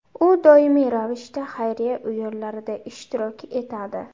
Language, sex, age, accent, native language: Uzbek, female, 18-24, Buxoro, Uzbek